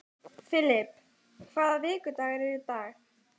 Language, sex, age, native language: Icelandic, male, 14, Icelandic